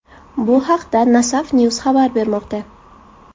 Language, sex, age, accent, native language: Uzbek, female, 18-24, Buxoro, Uzbek